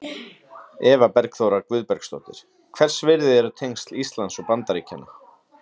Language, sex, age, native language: Icelandic, male, 30-39, Icelandic